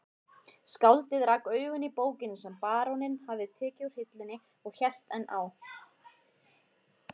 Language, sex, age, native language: Icelandic, female, 30-39, Icelandic